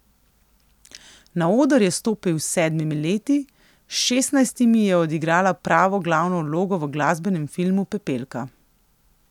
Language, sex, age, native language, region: Slovenian, female, 18-29, Slovenian, Coastal Karst region